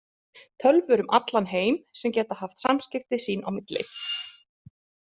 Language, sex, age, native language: Icelandic, female, 30-39, Icelandic